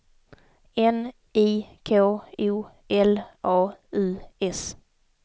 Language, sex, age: Swedish, female, 32